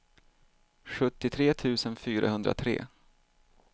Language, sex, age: Swedish, male, 38